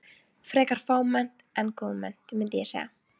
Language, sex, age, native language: Icelandic, female, 15, Icelandic